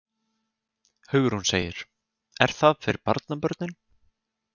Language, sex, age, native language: Icelandic, male, 20-29, Icelandic